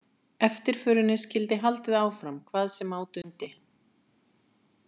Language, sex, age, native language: Icelandic, female, 50-59, Icelandic